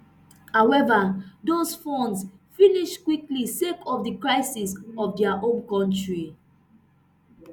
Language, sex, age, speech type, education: Nigerian Pidgin, female, 30-45, spontaneous, tertiary